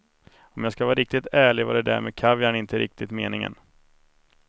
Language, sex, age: Swedish, male, 31